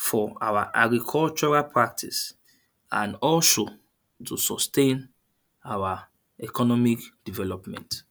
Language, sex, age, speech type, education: Nigerian Pidgin, male, 30-45, spontaneous, tertiary